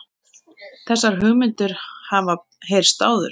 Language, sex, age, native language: Icelandic, female, 30-39, Icelandic